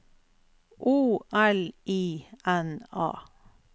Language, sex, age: Norwegian, female, 47